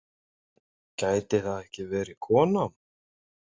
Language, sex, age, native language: Icelandic, male, 18-19, Icelandic